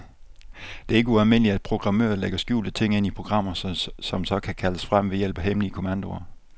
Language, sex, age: Danish, male, 24